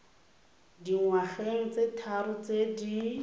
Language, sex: Tswana, female